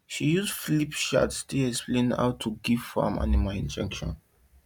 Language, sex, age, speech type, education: Nigerian Pidgin, male, 15-29, spontaneous, tertiary